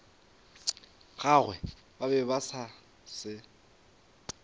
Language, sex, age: Northern Sotho, male, 22